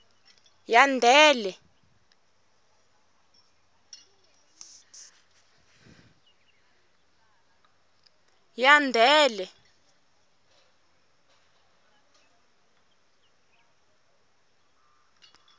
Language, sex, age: Tsonga, female, 21